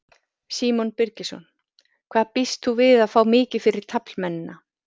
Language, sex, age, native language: Icelandic, female, 40-49, Icelandic